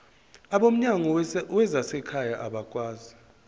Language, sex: Zulu, male